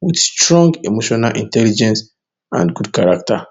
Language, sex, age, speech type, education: Nigerian Pidgin, male, 30-45, spontaneous, tertiary